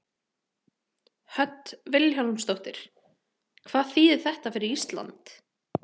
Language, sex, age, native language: Icelandic, female, 30-39, Icelandic